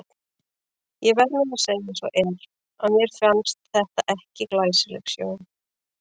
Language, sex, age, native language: Icelandic, female, 40-49, Icelandic